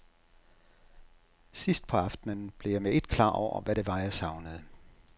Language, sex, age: Danish, male, 67